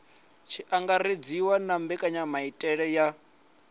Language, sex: Venda, male